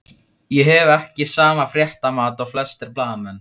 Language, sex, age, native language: Icelandic, male, 15, Icelandic